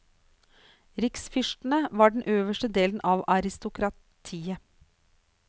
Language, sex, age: Norwegian, female, 49